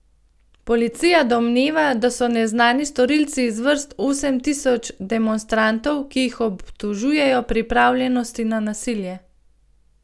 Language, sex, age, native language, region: Slovenian, female, 30-49, Slovenian, Gorenjska region